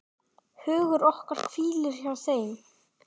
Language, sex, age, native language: Icelandic, female, 10, Icelandic